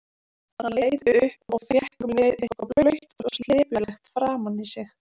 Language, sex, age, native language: Icelandic, female, 20-29, Icelandic